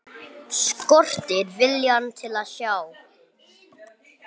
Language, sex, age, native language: Icelandic, male, 9, Icelandic